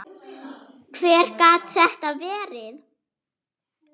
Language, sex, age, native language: Icelandic, female, 7, German